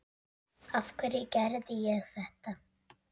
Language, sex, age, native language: Icelandic, male, 8, Icelandic